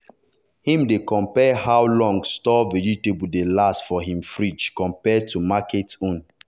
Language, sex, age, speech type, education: Nigerian Pidgin, male, 30-45, spontaneous, tertiary